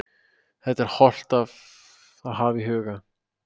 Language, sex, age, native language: Icelandic, male, 18-19, Icelandic